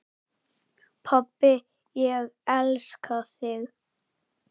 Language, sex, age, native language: Icelandic, male, 8, Icelandic